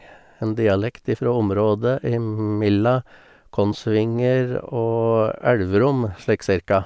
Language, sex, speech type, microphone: Norwegian, male, spontaneous, Sennheiser